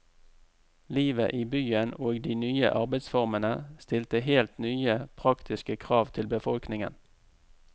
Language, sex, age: Norwegian, male, 44